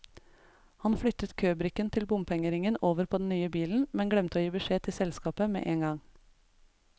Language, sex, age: Norwegian, female, 33